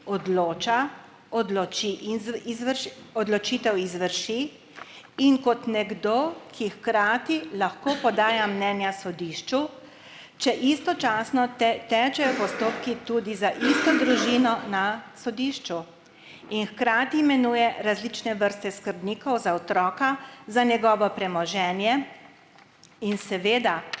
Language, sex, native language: Slovenian, female, Slovenian